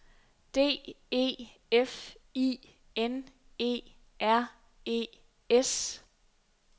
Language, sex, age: Danish, female, 23